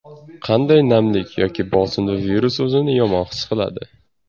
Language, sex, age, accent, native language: Uzbek, male, 18-24, Surxondaryo, Uzbek